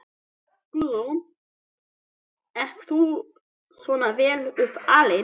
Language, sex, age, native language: Icelandic, male, 12, Icelandic